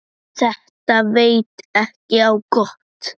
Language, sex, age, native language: Icelandic, male, 9, Icelandic